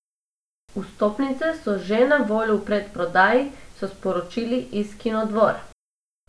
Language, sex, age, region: Slovenian, female, 18-29, Abroad